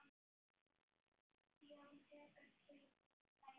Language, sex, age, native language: Icelandic, male, 9, Icelandic